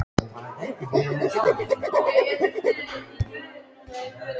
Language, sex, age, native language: Icelandic, male, 12, Icelandic